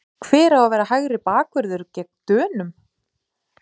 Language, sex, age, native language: Icelandic, female, 40-49, Icelandic